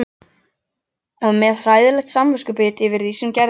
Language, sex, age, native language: Icelandic, other, 12, Icelandic